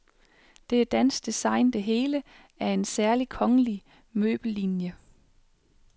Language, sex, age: Danish, female, 36